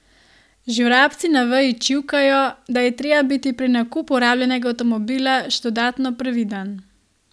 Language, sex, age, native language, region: Slovenian, female, 18-29, Slovenian, Gorenjska region